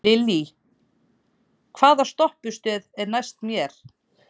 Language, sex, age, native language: Icelandic, female, 30-39, Icelandic